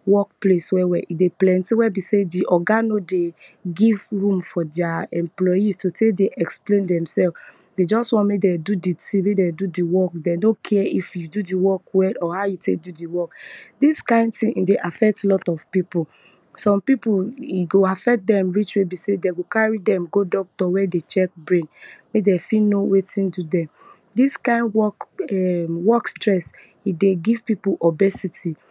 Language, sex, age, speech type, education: Nigerian Pidgin, female, 30-45, spontaneous, tertiary